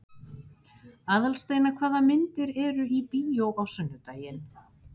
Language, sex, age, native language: Icelandic, other, 50-59, Spanish